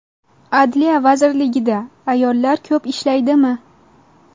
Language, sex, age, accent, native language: Uzbek, female, 19-29, Xorazm, Uzbek